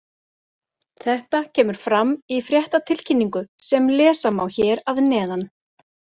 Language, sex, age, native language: Icelandic, female, 40-49, Icelandic